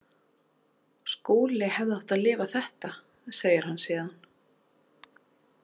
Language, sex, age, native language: Icelandic, female, 30-39, Icelandic